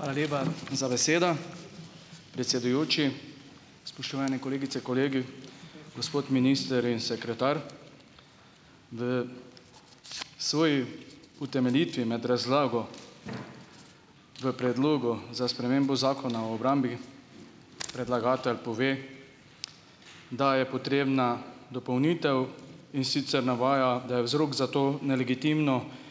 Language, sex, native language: Slovenian, male, Slovenian